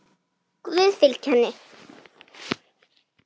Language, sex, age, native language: Icelandic, female, 9, Icelandic